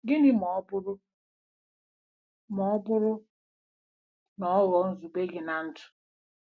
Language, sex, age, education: Igbo, female, 46-60, tertiary